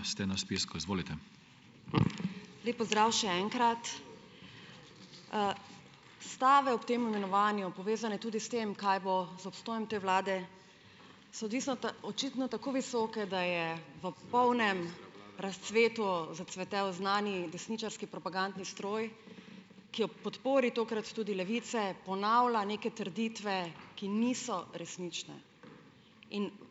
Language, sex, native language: Slovenian, female, Slovenian